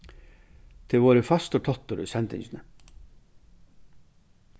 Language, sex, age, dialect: Faroese, male, 61+, Vágar